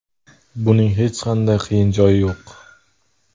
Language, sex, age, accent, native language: Uzbek, male, 25-34, Jizzax, Uzbek